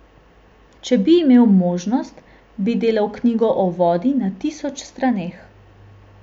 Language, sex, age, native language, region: Slovenian, female, 18-29, Slovenian, Central Slovenia